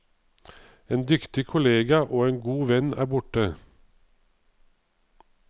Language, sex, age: Norwegian, male, 55